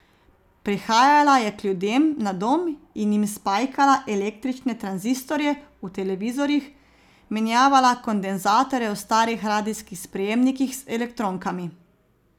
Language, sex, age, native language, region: Slovenian, female, 30-49, Slovenian, Zasavska region